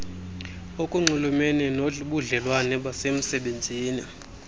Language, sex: Xhosa, male